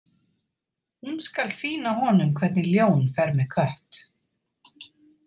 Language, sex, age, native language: Icelandic, female, 30-39, Icelandic